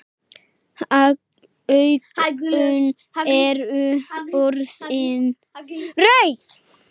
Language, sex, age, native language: Icelandic, female, 8, Icelandic